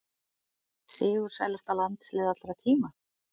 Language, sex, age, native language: Icelandic, other, 40-49, Icelandic